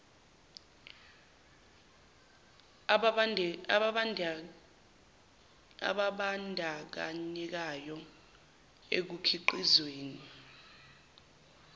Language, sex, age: Zulu, male, 23